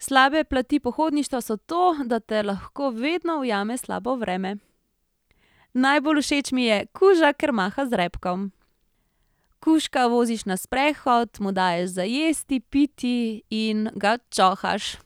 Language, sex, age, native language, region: Slovenian, female, 30-49, Slovenian, Central Slovenia